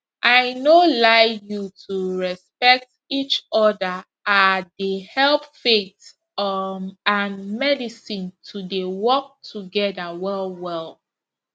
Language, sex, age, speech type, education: Nigerian Pidgin, female, 15-29, spontaneous, tertiary